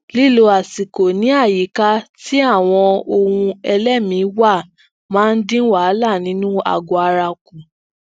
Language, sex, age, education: Yoruba, female, 15-29, tertiary